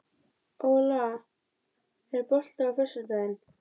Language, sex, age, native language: Icelandic, female, 30-39, Icelandic